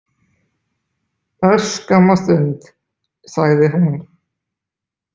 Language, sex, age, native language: Icelandic, male, 20-29, Icelandic